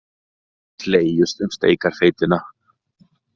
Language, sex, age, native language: Icelandic, male, 30-39, Icelandic